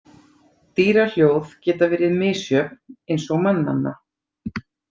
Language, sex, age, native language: Icelandic, female, 40-49, Icelandic